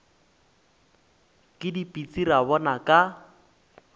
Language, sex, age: Northern Sotho, male, 24